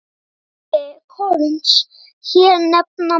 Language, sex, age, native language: Icelandic, male, 9, Icelandic